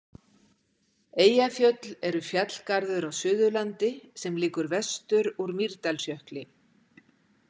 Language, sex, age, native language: Icelandic, female, 60-69, Icelandic